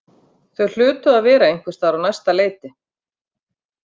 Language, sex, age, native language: Icelandic, female, 50-59, Icelandic